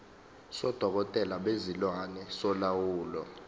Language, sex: Zulu, male